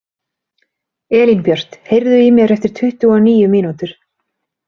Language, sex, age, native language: Icelandic, female, 30-39, Icelandic